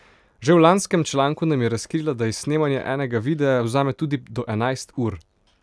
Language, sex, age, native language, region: Slovenian, male, 18-29, Slovenian, Pomurje region